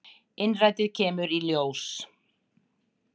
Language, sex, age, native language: Icelandic, female, 60-69, Icelandic